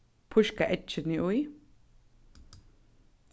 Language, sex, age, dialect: Faroese, female, 15-35, Suðurstreymoy